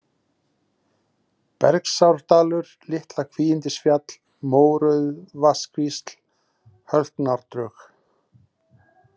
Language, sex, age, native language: Icelandic, male, 40-49, Icelandic